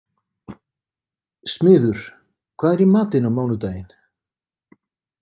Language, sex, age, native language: Icelandic, male, 50-59, Icelandic